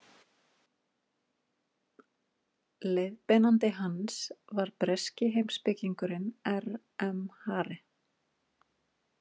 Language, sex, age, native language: Icelandic, female, 40-49, Icelandic